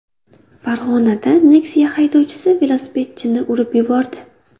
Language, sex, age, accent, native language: Uzbek, female, 25-34, Buxoro, Uzbek